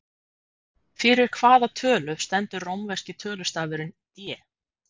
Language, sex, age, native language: Icelandic, female, 50-59, Icelandic